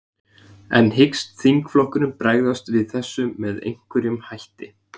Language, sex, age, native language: Icelandic, male, 20-29, Icelandic